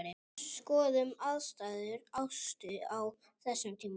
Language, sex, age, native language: Icelandic, male, 30-39, Icelandic